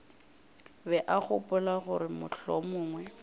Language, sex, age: Northern Sotho, female, 24